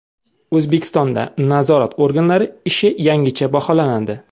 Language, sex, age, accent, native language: Uzbek, male, 25-34, Samarqand, Uzbek